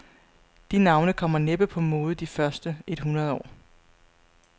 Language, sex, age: Danish, female, 35